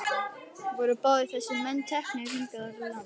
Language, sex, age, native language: Icelandic, female, 11, Icelandic